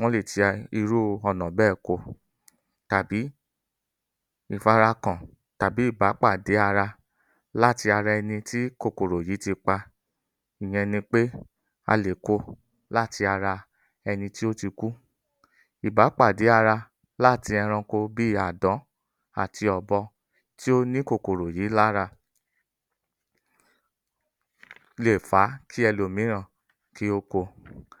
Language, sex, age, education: Yoruba, male, 30-45, tertiary